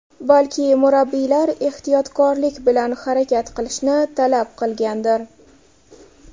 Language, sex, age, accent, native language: Uzbek, female, 18-24, Toshkent shahri, Uzbek